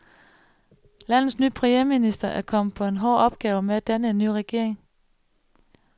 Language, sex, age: Danish, female, 35